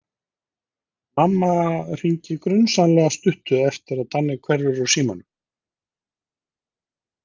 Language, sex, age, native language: Icelandic, male, 50-59, Icelandic